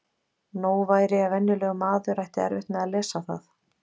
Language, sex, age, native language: Icelandic, female, 20-29, Icelandic